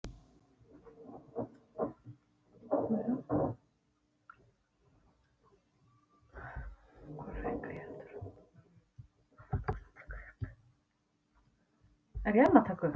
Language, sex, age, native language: Icelandic, female, 9, Icelandic